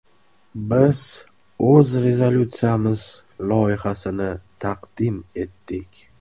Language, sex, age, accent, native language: Uzbek, male, 25-34, Toshkent viloyati, Uzbek